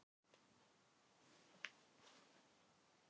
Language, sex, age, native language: Icelandic, female, 18-19, Thai